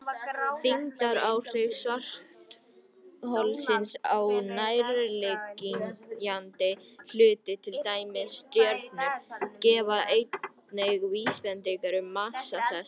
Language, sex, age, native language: Icelandic, female, 50-59, Icelandic